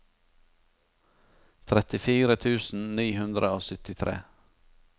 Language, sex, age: Norwegian, male, 43